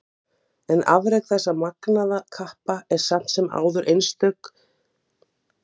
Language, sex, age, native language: Icelandic, female, 50-59, Icelandic